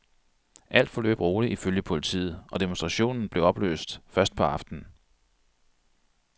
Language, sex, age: Danish, male, 42